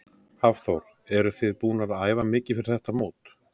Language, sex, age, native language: Icelandic, male, 30-39, Icelandic